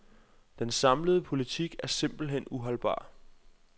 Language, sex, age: Danish, male, 26